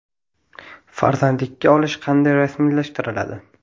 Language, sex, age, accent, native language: Uzbek, male, 18-24, Toshkent viloyati, Uzbek